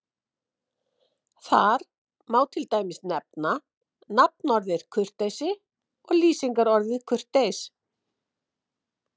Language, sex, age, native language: Icelandic, female, 50-59, Icelandic